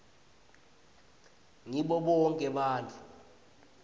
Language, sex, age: Swati, male, 20